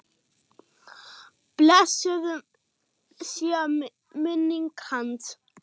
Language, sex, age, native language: Icelandic, male, 6, German